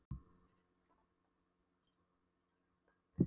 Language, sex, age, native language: Icelandic, female, 12, Polish